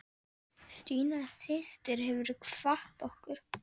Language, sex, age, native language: Icelandic, male, 9, Polish